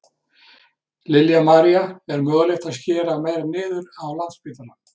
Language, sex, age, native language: Icelandic, male, 60-69, Icelandic